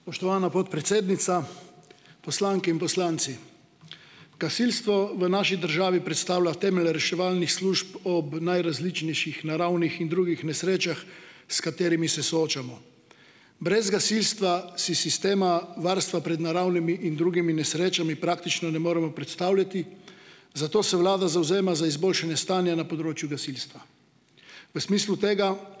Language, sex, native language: Slovenian, male, Slovenian